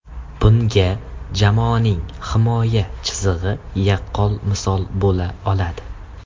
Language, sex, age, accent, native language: Uzbek, male, under 19, Samarqand, Uzbek